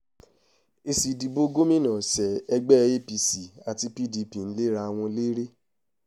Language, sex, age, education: Yoruba, male, 15-29, tertiary